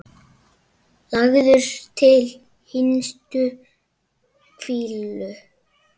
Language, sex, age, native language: Icelandic, male, 7, Icelandic